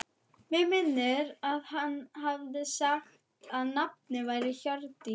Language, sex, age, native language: Icelandic, female, 11, German